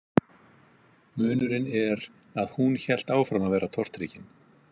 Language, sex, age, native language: Icelandic, male, 50-59, Icelandic